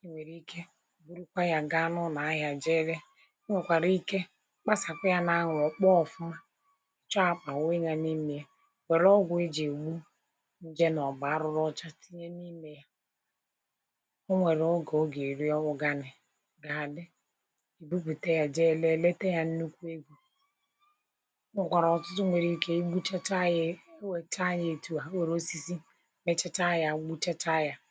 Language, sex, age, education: Igbo, female, 30-45, tertiary